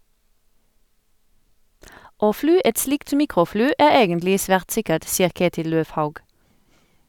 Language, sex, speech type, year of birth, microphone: Norwegian, female, read, 1971, Sennheiser